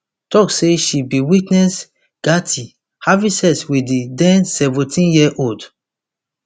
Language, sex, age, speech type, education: Nigerian Pidgin, male, 30-45, spontaneous, tertiary